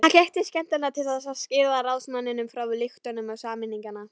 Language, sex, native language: Icelandic, female, Icelandic